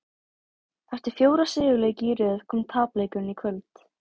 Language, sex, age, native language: Icelandic, female, 18-19, Icelandic